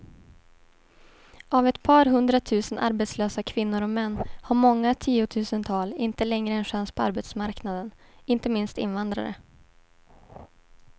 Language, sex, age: Swedish, female, 18